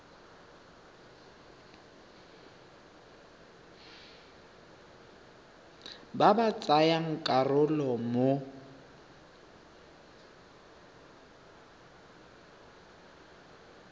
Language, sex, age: Tswana, male, 23